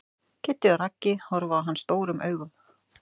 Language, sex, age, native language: Icelandic, male, 12, Icelandic